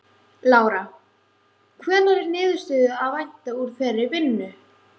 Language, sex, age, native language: Icelandic, female, 16, Icelandic